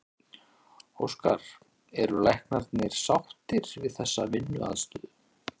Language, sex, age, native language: Icelandic, male, 40-49, Icelandic